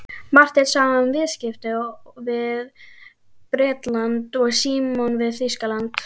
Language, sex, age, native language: Icelandic, female, 12, Icelandic